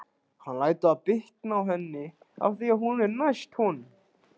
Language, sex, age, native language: Icelandic, male, 16, Icelandic